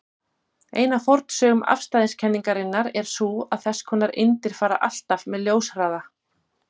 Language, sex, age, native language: Icelandic, female, 40-49, Icelandic